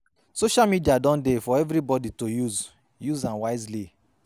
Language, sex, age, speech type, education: Nigerian Pidgin, male, 30-45, spontaneous, tertiary